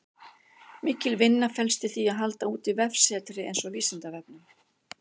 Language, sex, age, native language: Icelandic, female, 60-69, Icelandic